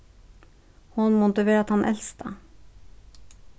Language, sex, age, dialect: Faroese, female, 36-60, Suðurstreymoy